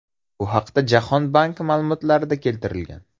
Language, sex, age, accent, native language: Uzbek, male, 18-24, Surxondaryo, Uzbek